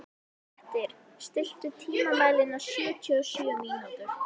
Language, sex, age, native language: Icelandic, female, 11, Icelandic